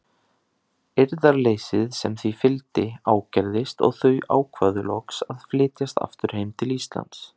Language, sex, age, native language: Icelandic, male, 30-39, Icelandic